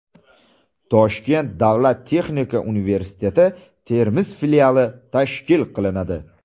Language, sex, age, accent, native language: Uzbek, male, 19-29, Buxoro, Uzbek